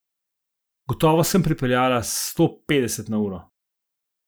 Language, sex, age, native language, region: Slovenian, male, 50-59, Slovenian, Zasavska region